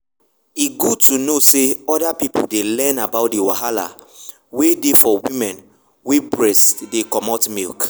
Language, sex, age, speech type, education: Nigerian Pidgin, male, 15-29, spontaneous, tertiary